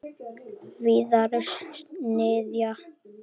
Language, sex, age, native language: Icelandic, female, 8, Icelandic